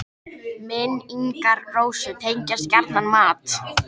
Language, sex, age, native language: Icelandic, female, 13, Icelandic